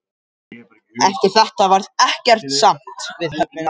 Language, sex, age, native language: Icelandic, male, 18-19, Japanese